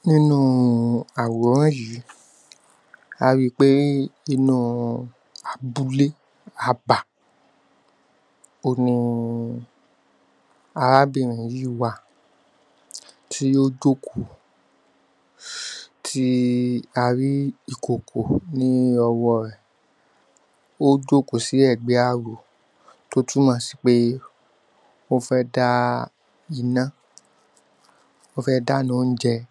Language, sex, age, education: Yoruba, male, 15-29, tertiary